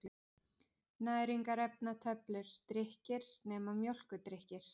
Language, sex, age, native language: Icelandic, female, 40-49, Icelandic